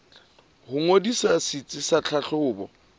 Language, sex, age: Southern Sotho, male, 26